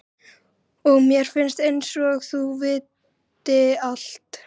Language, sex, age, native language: Icelandic, female, 13, Icelandic